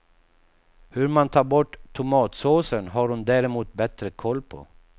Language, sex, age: Swedish, male, 48